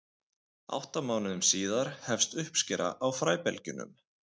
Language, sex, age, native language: Icelandic, male, 20-29, Icelandic